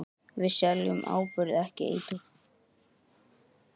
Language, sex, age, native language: Icelandic, male, 10, Icelandic